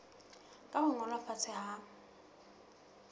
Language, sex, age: Southern Sotho, female, 19